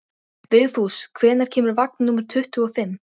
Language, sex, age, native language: Icelandic, female, 13, Icelandic